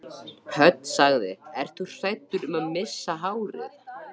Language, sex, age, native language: Icelandic, male, 13, Icelandic